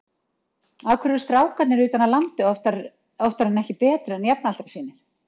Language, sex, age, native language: Icelandic, female, 40-49, Icelandic